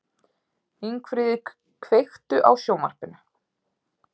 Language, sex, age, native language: Icelandic, female, 30-39, Icelandic